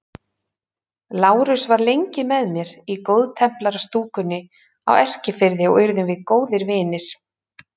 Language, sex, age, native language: Icelandic, female, 30-39, Icelandic